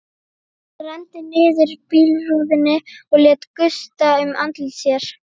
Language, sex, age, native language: Icelandic, female, 12, Icelandic